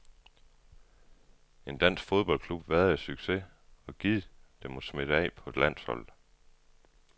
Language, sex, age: Danish, male, 33